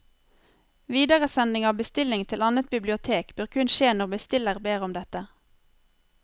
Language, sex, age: Norwegian, female, 23